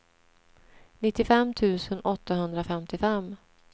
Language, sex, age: Swedish, female, 47